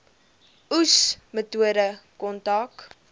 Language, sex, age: Afrikaans, female, 19